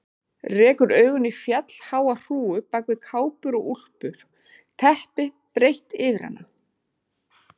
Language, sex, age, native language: Icelandic, female, 40-49, Icelandic